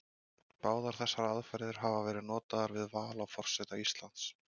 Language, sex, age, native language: Icelandic, male, 30-39, Icelandic